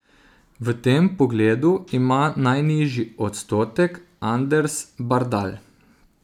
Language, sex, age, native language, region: Slovenian, male, 30-49, Slovenian, Zasavska region